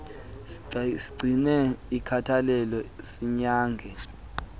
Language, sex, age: Xhosa, male, 19